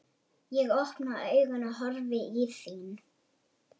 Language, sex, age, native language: Icelandic, male, 11, Icelandic